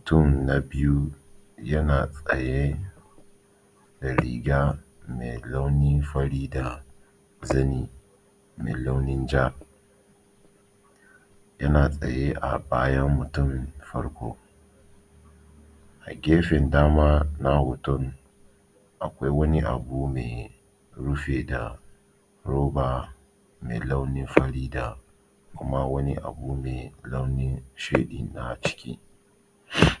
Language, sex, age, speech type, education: Hausa, male, 30-45, spontaneous, tertiary